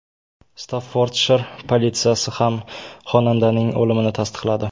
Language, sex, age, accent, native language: Uzbek, male, 18-24, Toshkent viloyati, Uzbek